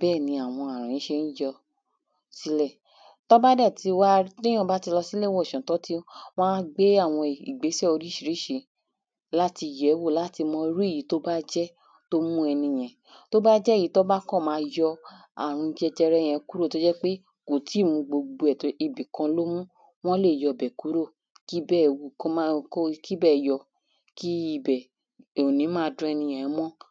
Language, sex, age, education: Yoruba, female, 30-45, tertiary